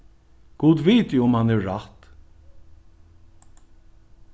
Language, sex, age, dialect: Faroese, male, 61+, Norðuroyggjar